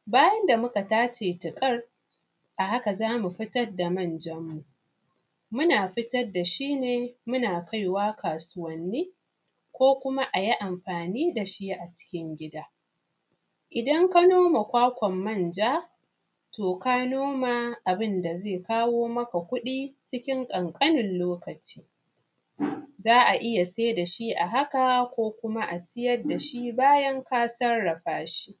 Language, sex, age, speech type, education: Hausa, female, 15-29, spontaneous, primary